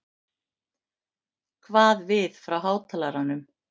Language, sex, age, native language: Icelandic, female, 50-59, Icelandic